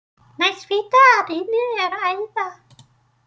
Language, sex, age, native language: Icelandic, female, 30-39, Icelandic